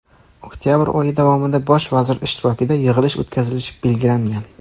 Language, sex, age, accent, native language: Uzbek, male, 19-29, Samarqand, Uzbek